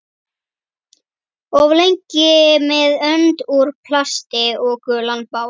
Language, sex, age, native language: Icelandic, female, 11, Icelandic